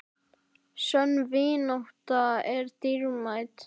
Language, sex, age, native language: Icelandic, male, 10, Icelandic